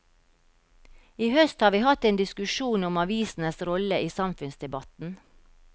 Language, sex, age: Norwegian, female, 52